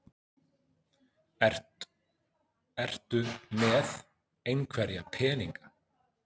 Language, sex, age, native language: Icelandic, male, 40-49, Icelandic